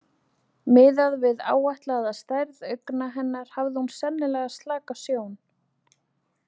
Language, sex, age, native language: Icelandic, female, 20-29, Icelandic